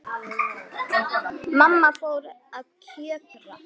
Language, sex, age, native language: Icelandic, male, 8, Icelandic